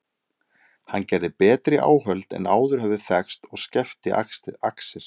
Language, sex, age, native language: Icelandic, male, 30-39, Icelandic